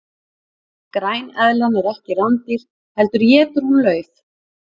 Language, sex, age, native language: Icelandic, female, 40-49, Icelandic